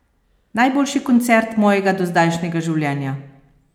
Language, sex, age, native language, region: Slovenian, female, 50-59, Slovenian, Posavska region